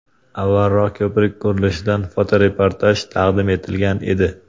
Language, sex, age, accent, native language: Uzbek, male, 25-34, Andijon, Uzbek